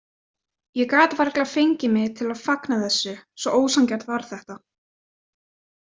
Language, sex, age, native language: Icelandic, female, 20-29, Icelandic